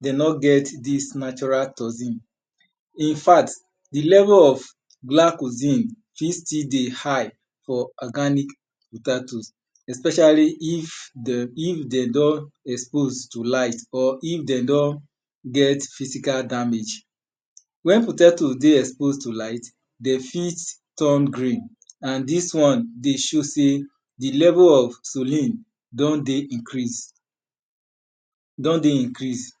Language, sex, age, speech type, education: Nigerian Pidgin, male, 30-45, spontaneous, tertiary